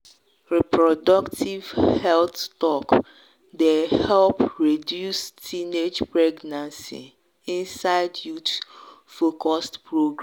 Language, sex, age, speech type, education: Nigerian Pidgin, female, 30-45, spontaneous, tertiary